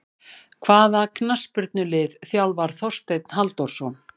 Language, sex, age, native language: Icelandic, female, 50-59, Icelandic